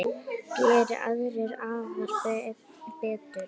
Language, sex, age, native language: Icelandic, female, 9, Icelandic